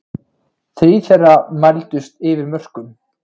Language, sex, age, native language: Icelandic, male, 20-29, Icelandic